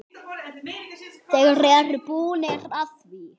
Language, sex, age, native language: Icelandic, male, 8, Icelandic